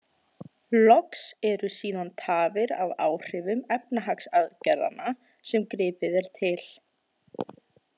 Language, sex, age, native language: Icelandic, female, 20-29, Icelandic